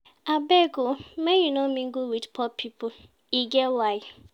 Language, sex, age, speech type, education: Nigerian Pidgin, female, 15-29, read, secondary